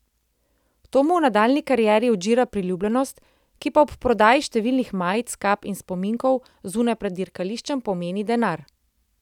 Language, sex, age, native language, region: Slovenian, female, 30-49, Slovenian, Central Slovenia